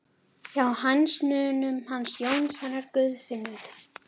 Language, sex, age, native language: Icelandic, female, 12, Icelandic